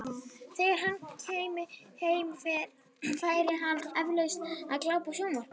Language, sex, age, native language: Icelandic, female, 30-39, Icelandic